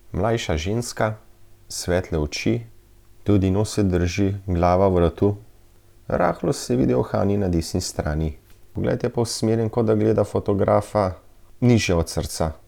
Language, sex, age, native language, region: Slovenian, male, 30-49, Slovenian, Central Slovenia